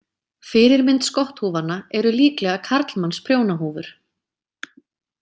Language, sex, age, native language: Icelandic, female, 30-39, Icelandic